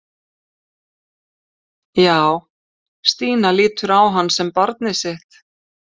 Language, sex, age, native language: Icelandic, female, 50-59, Icelandic